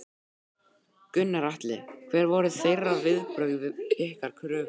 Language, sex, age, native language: Icelandic, male, 12, Icelandic